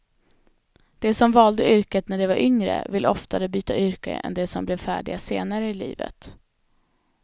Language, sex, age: Swedish, female, 25